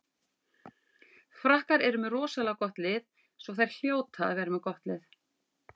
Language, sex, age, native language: Icelandic, female, 40-49, Icelandic